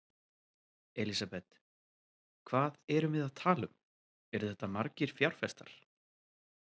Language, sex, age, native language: Icelandic, male, 30-39, Icelandic